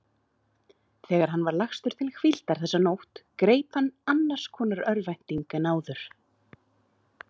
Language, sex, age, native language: Icelandic, female, 30-39, Icelandic